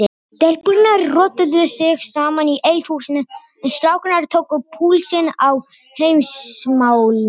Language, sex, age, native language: Icelandic, other, 18-19, Icelandic